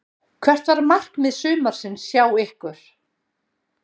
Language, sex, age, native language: Icelandic, female, 60-69, Icelandic